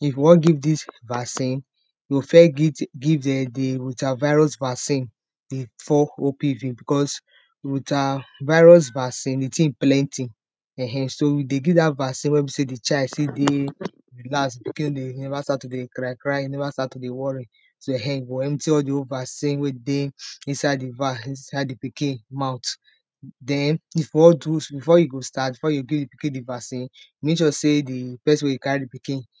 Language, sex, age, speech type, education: Nigerian Pidgin, female, 30-45, spontaneous, tertiary